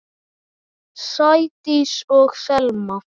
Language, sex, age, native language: Icelandic, male, 9, Icelandic